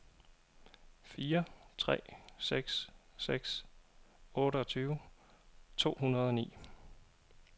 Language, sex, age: Danish, male, 27